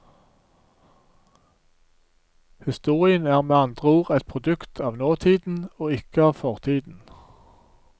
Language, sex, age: Norwegian, male, 47